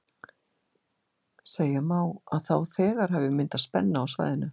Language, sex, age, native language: Icelandic, female, 60-69, Icelandic